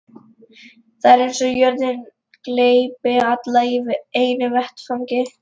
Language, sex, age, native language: Icelandic, female, 11, Lithuanian